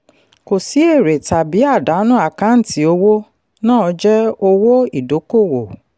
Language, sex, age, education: Yoruba, female, 30-45, tertiary